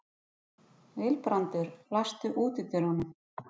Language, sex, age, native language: Icelandic, female, 50-59, Icelandic